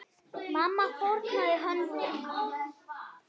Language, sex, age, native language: Icelandic, male, 8, Icelandic